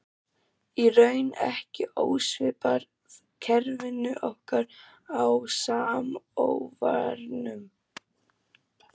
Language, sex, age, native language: Icelandic, male, 12, German